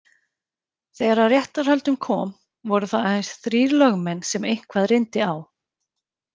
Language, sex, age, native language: Icelandic, female, 40-49, Icelandic